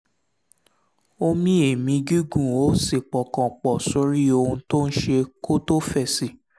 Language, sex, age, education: Yoruba, male, 15-29, secondary